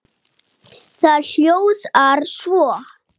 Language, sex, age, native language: Icelandic, male, 8, Icelandic